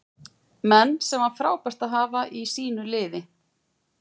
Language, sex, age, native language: Icelandic, female, 40-49, Icelandic